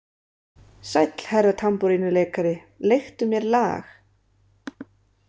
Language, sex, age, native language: Icelandic, female, 30-39, Icelandic